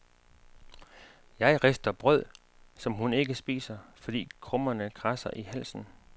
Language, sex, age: Danish, male, 35